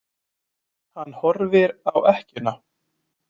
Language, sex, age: Icelandic, male, 20-29